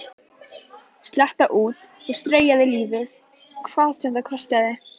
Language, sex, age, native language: Icelandic, female, 11, Icelandic